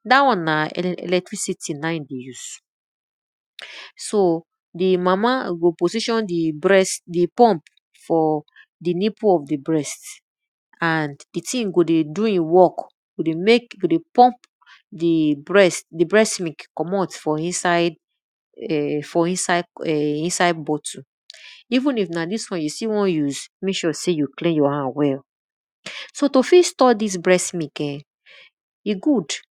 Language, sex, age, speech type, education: Nigerian Pidgin, female, 30-45, spontaneous, tertiary